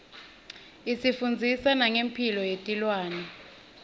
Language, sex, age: Swati, female, 21